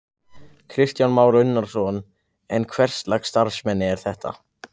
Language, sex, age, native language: Icelandic, other, 15, Icelandic